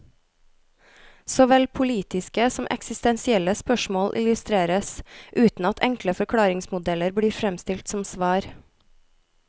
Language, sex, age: Norwegian, female, 33